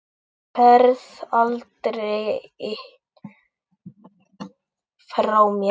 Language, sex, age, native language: Icelandic, male, 8, Icelandic